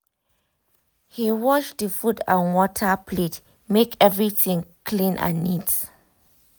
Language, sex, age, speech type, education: Nigerian Pidgin, female, 15-29, spontaneous, tertiary